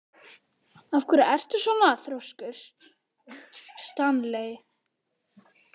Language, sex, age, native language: Icelandic, male, 11, Icelandic